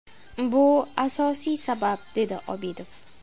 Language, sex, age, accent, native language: Uzbek, female, 19-29, Qashqadaryo, Uzbek